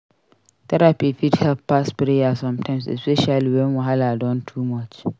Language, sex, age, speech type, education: Nigerian Pidgin, female, 46-60, read, secondary